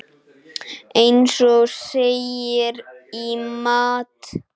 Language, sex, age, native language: Icelandic, male, 9, Icelandic